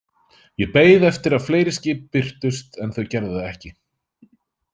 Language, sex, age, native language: Icelandic, male, 30-39, Icelandic